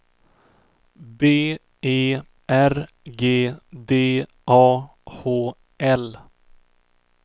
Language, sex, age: Swedish, male, 24